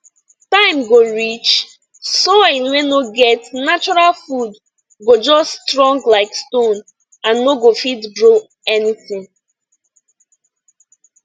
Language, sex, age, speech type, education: Nigerian Pidgin, female, 15-29, spontaneous, tertiary